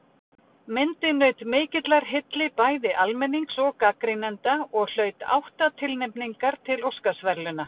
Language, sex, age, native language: Icelandic, female, 50-59, Icelandic